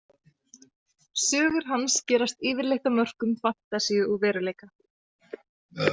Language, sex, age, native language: Icelandic, female, 30-39, Icelandic